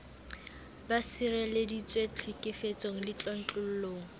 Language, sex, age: Southern Sotho, female, 18